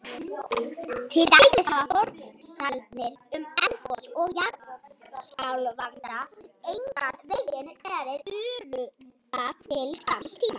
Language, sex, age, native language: Icelandic, female, 40-49, Icelandic